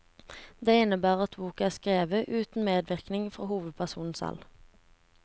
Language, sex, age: Norwegian, female, 17